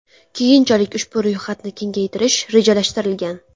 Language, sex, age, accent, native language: Uzbek, female, 19-29, Samarqand, Uzbek